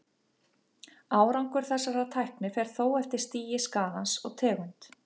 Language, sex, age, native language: Icelandic, female, 50-59, Icelandic